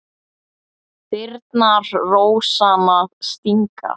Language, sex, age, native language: Icelandic, male, 8, Icelandic